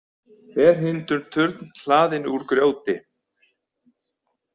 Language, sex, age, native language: Icelandic, male, 50-59, Icelandic